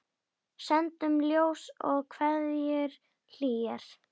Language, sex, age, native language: Icelandic, female, 10, Icelandic